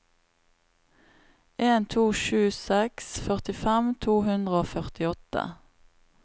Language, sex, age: Norwegian, female, 36